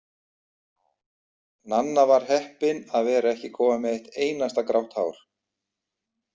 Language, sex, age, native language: Icelandic, male, 40-49, Icelandic